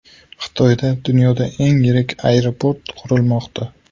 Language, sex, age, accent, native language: Uzbek, male, 25-34, Qashqadaryo, Uzbek